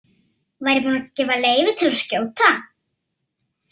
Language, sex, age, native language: Icelandic, male, 30-39, Icelandic